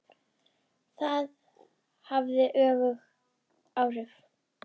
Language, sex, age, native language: Icelandic, female, 10, Icelandic